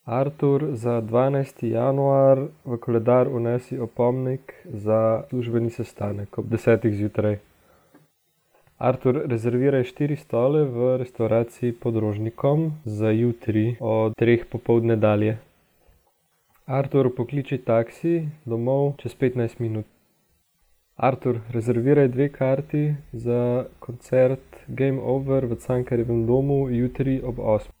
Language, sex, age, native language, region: Slovenian, male, 18-29, Slovenian, Gorica region